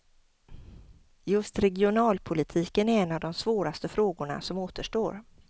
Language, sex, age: Swedish, female, 50